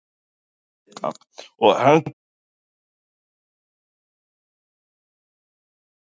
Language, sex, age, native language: Icelandic, male, 18-19, Icelandic